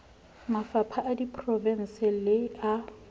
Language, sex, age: Southern Sotho, female, 35